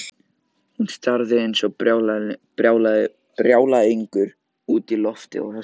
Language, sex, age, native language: Icelandic, male, 14, Icelandic